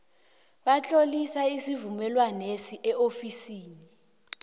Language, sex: South Ndebele, female